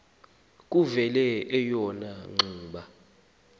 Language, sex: Xhosa, male